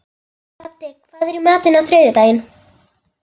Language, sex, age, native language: Icelandic, female, 11, Icelandic